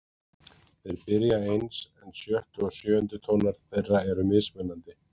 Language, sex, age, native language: Icelandic, male, 40-49, Icelandic